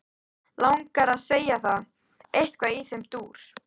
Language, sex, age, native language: Icelandic, female, 13, Icelandic